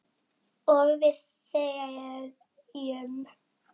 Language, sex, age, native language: Icelandic, female, 9, Icelandic